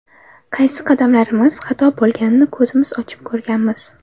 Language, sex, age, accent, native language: Uzbek, female, 18-24, Toshkent shahri, Uzbek